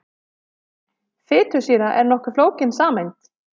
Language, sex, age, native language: Icelandic, female, 30-39, Icelandic